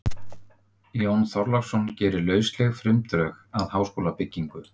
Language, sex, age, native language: Icelandic, male, 50-59, Icelandic